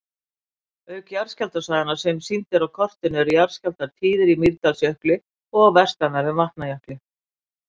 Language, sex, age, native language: Icelandic, female, 60-69, Icelandic